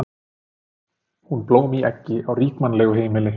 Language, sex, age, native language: Icelandic, male, 30-39, Icelandic